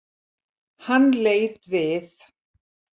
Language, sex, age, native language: Icelandic, female, 70-79, Icelandic